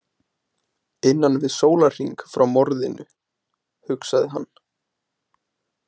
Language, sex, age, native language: Icelandic, male, 20-29, Icelandic